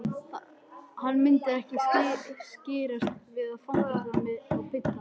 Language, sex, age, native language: Icelandic, male, 11, Icelandic